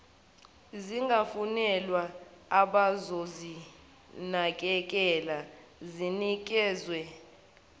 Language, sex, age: Zulu, male, 18